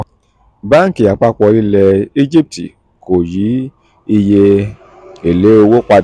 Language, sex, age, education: Yoruba, male, 46-60, tertiary